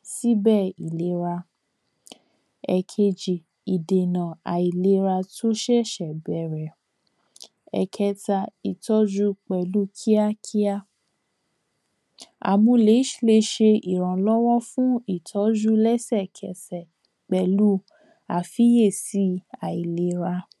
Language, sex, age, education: Yoruba, female, 15-29, tertiary